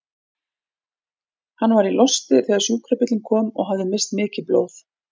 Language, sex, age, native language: Icelandic, female, 40-49, Icelandic